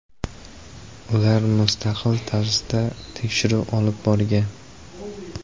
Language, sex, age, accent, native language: Uzbek, male, 18-24, Toshkent viloyati, Uzbek